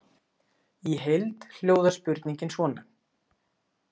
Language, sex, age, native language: Icelandic, female, 60-69, Icelandic